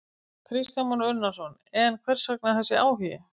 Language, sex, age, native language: Icelandic, female, 50-59, Icelandic